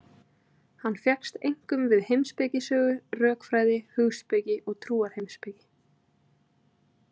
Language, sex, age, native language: Icelandic, female, 30-39, Icelandic